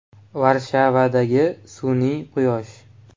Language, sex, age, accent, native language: Uzbek, male, 18-24, Farg'ona, Uzbek